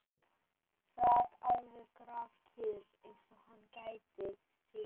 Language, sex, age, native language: Icelandic, female, 13, Icelandic